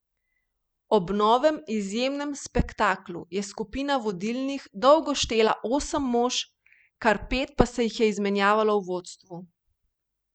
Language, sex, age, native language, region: Slovenian, female, 30-49, Slovenian, Primorsko-notranjska region